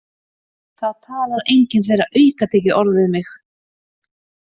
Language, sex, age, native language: Icelandic, female, 30-39, Icelandic